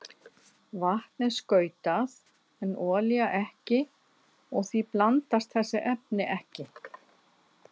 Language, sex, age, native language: Icelandic, female, 60-69, Icelandic